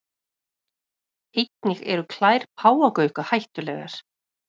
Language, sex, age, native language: Icelandic, female, 30-39, Icelandic